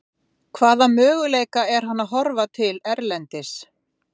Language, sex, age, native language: Icelandic, female, 50-59, Icelandic